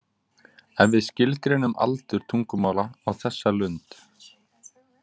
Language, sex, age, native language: Icelandic, male, 20-29, Icelandic